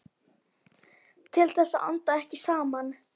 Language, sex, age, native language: Icelandic, female, 11, Icelandic